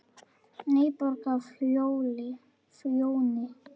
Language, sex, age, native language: Icelandic, female, 9, Icelandic